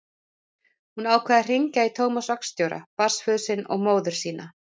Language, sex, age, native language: Icelandic, male, 40-49, Icelandic